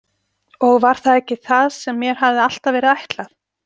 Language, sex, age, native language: Icelandic, female, 40-49, Icelandic